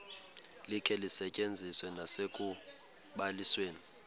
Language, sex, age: Xhosa, male, 22